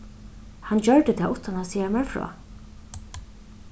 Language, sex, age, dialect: Faroese, female, 36-60, Suðurstreymoy